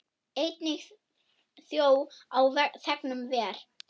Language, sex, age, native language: Icelandic, female, 8, German